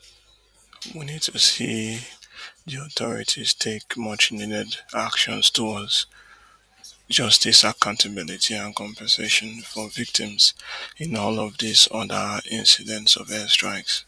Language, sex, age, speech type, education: Nigerian Pidgin, male, 30-45, spontaneous, tertiary